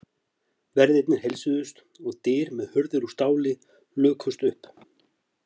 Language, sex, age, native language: Icelandic, male, 50-59, Icelandic